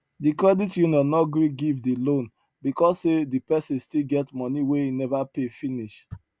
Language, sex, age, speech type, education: Nigerian Pidgin, male, 30-45, spontaneous, tertiary